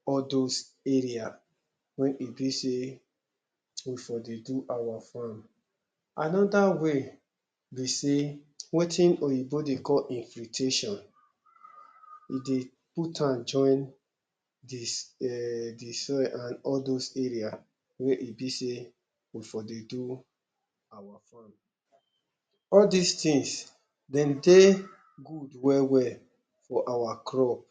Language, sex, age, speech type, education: Nigerian Pidgin, male, 30-45, spontaneous, tertiary